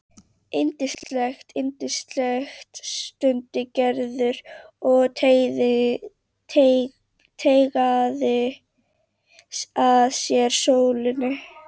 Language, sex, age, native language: Icelandic, female, 12, Icelandic